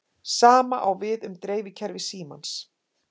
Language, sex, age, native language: Icelandic, female, 50-59, Icelandic